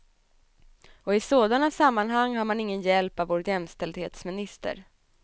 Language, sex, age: Swedish, female, 27